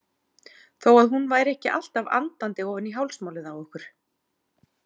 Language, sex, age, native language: Icelandic, female, 40-49, Icelandic